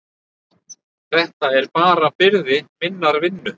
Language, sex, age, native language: Icelandic, male, 30-39, Icelandic